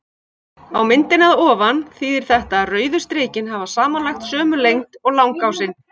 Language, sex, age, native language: Icelandic, female, 50-59, Icelandic